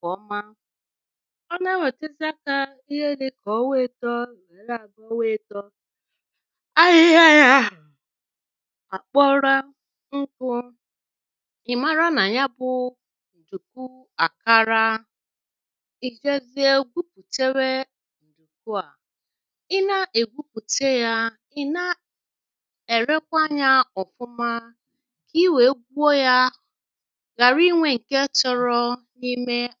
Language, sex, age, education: Igbo, female, 30-45, tertiary